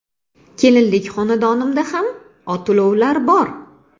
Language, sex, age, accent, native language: Uzbek, female, 35+, Toshkent shahri, Uzbek